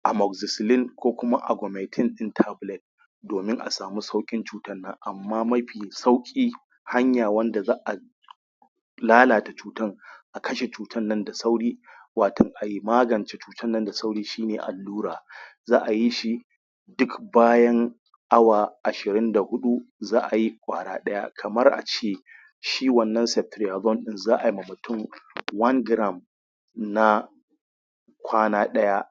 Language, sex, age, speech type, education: Hausa, male, 30-45, spontaneous, tertiary